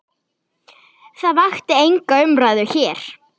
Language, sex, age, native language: Icelandic, female, 10, Icelandic